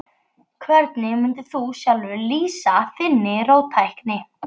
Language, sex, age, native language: Icelandic, female, 12, Icelandic